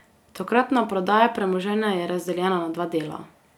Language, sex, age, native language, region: Slovenian, female, 18-29, Slovenian, Carinthia region